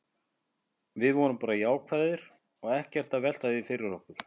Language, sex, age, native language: Icelandic, male, 50-59, Icelandic